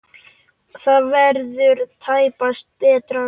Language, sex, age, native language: Icelandic, male, 10, Icelandic